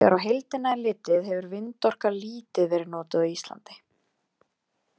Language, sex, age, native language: Icelandic, female, 20-29, Icelandic